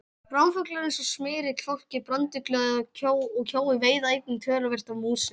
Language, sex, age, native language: Icelandic, female, 18-19, Icelandic